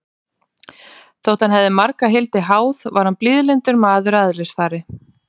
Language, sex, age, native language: Icelandic, female, 30-39, Icelandic